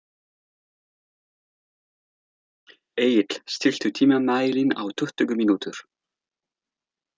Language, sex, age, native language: Icelandic, male, 30-39, French